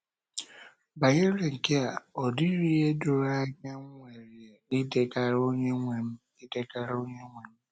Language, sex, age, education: Igbo, male, 15-29, secondary